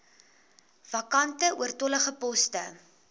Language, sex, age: Afrikaans, female, 22